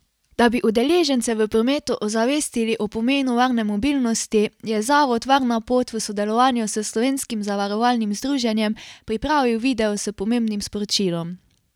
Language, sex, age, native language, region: Slovenian, female, 18-29, Slovenian, Carinthia region